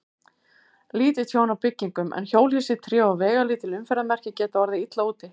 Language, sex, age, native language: Icelandic, female, 50-59, Icelandic